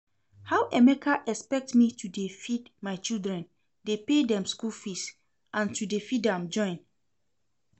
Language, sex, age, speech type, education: Nigerian Pidgin, female, 30-45, read, secondary